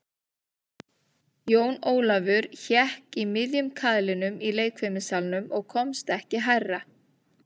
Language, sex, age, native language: Icelandic, female, 30-39, Icelandic